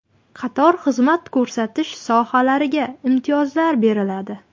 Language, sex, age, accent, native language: Uzbek, female, 18-24, Qashqadaryo, Uzbek